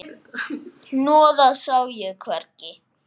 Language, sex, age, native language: Icelandic, male, 8, Icelandic